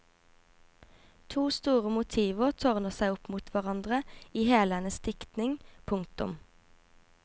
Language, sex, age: Norwegian, female, 24